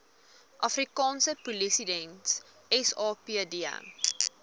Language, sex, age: Afrikaans, female, 20